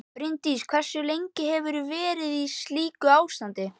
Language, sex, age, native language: Icelandic, male, 11, Icelandic